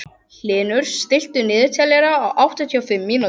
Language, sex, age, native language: Icelandic, other, 12, Icelandic